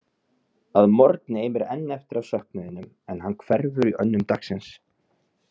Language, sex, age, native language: Icelandic, male, 30-39, Icelandic